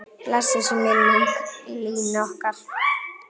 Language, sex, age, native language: Icelandic, female, 9, Icelandic